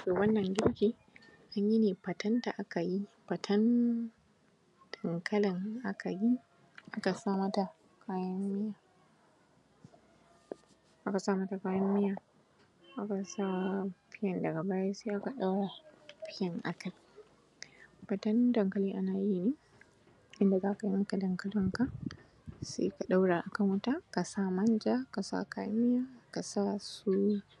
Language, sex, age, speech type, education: Hausa, female, 15-29, spontaneous, primary